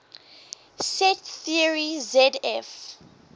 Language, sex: English, female